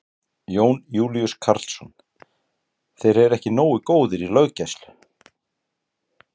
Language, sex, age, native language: Icelandic, male, 40-49, Icelandic